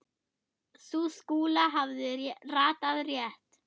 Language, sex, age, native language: Icelandic, female, 8, German